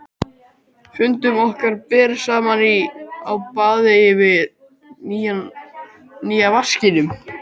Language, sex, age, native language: Icelandic, male, 12, Icelandic